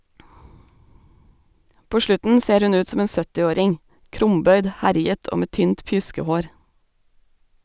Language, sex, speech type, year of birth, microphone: Norwegian, female, read, 1985, Sennheiser